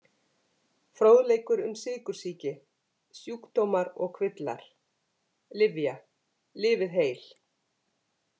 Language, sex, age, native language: Icelandic, female, 50-59, Icelandic